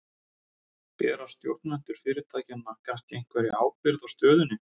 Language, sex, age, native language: Icelandic, male, 30-39, Icelandic